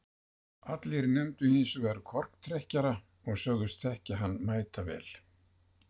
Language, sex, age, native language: Icelandic, male, 70-79, Icelandic